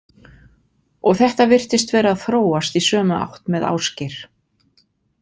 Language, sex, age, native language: Icelandic, female, 50-59, Icelandic